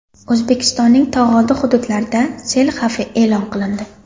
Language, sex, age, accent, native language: Uzbek, female, 18-24, Surxondaryo, Uzbek